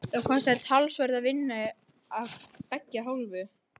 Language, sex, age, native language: Icelandic, male, 12, Icelandic